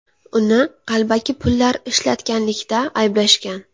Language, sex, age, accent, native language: Uzbek, female, 19-29, Samarqand, Uzbek